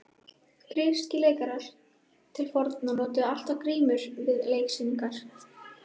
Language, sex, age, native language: Icelandic, female, 12, Icelandic